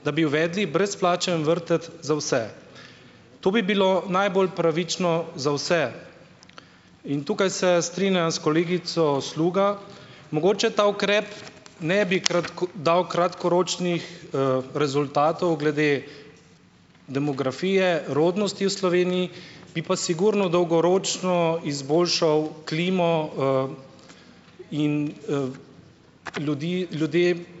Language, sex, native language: Slovenian, male, Slovenian